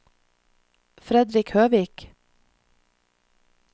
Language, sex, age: Norwegian, female, 46